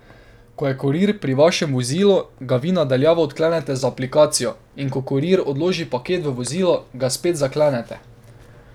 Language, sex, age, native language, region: Slovenian, male, 12-17, Slovenian, Drava region